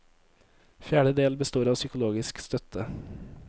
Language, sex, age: Norwegian, male, 23